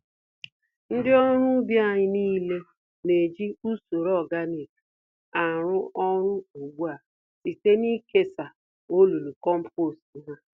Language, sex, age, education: Igbo, female, 30-45, tertiary